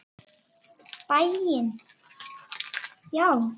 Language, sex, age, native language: Icelandic, female, 10, Icelandic